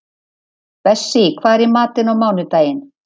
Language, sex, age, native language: Icelandic, female, 50-59, Icelandic